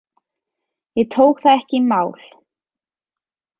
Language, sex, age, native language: Icelandic, female, 30-39, Icelandic